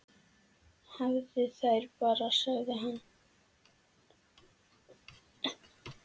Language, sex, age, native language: Icelandic, female, 10, Icelandic